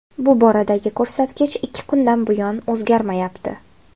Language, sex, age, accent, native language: Uzbek, female, 18-24, Toshkent viloyati, Uzbek